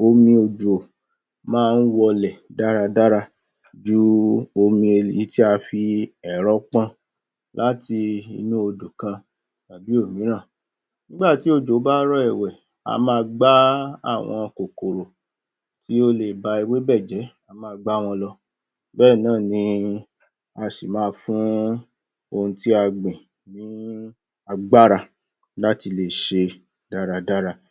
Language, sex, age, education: Yoruba, male, 46-60, tertiary